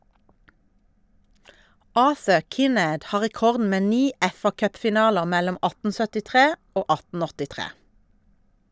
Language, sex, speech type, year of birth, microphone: Norwegian, female, read, 1972, Shure